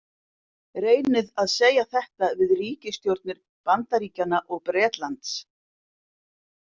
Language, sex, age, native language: Icelandic, female, 50-59, Icelandic